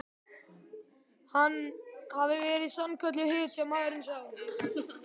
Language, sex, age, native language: Icelandic, male, 12, Icelandic